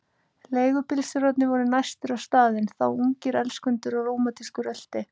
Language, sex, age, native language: Icelandic, female, 30-39, Icelandic